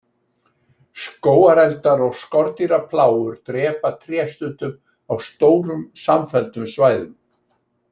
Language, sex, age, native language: Icelandic, male, 60-69, Icelandic